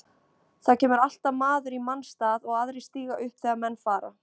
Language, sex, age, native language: Icelandic, female, 20-29, Icelandic